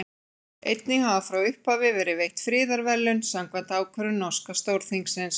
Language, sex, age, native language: Icelandic, female, 40-49, Icelandic